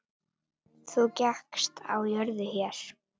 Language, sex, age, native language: Icelandic, female, 9, Icelandic